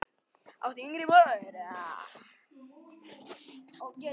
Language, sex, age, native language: Icelandic, male, 9, Icelandic